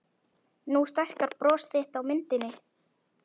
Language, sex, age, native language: Icelandic, male, 11, Icelandic